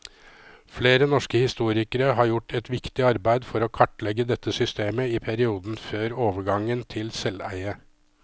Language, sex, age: Norwegian, male, 53